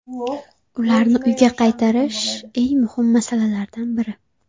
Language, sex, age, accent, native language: Uzbek, female, 18-24, Xorazm, Uzbek